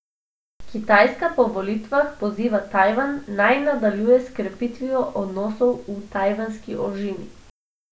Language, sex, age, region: Slovenian, female, 18-29, Abroad